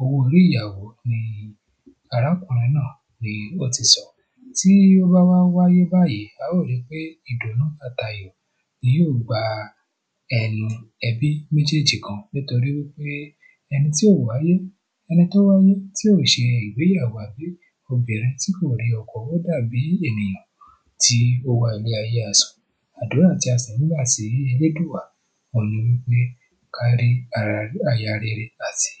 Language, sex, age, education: Yoruba, male, 15-29, tertiary